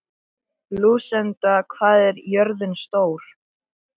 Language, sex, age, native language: Icelandic, male, 13, Icelandic